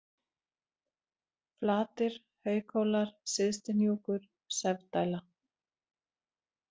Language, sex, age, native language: Icelandic, female, 40-49, Icelandic